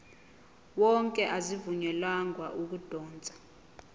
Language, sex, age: Zulu, female, 20